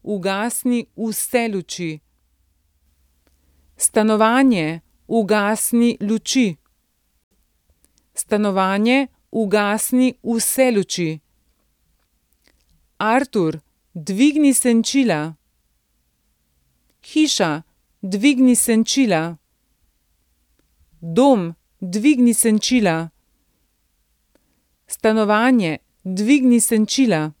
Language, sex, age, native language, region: Slovenian, female, 50-59, Slovenian, Central Slovenia